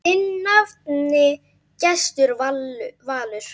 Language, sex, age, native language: Icelandic, male, 8, Icelandic